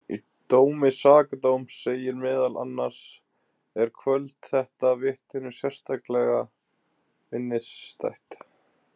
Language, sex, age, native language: Icelandic, male, 20-29, Icelandic